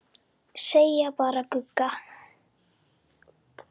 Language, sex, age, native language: Icelandic, female, 9, Icelandic